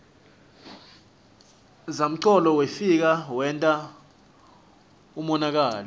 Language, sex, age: Swati, male, 25